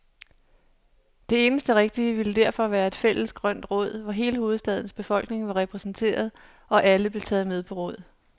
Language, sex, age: Danish, female, 37